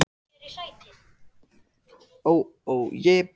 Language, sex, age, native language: Icelandic, other, 60-69, Icelandic